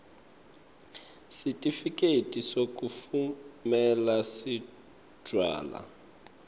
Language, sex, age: Swati, male, 25